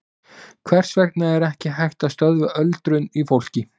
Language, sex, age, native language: Icelandic, male, 20-29, Icelandic